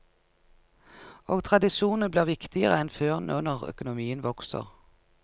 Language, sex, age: Norwegian, female, 49